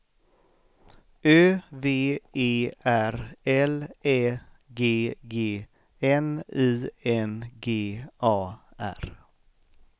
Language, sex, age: Swedish, male, 38